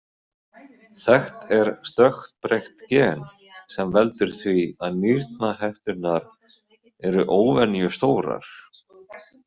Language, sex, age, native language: Icelandic, male, 20-29, Icelandic